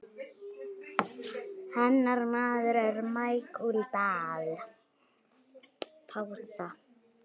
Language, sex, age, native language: Icelandic, female, 9, Icelandic